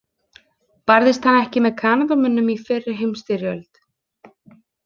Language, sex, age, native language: Icelandic, female, 20-29, Icelandic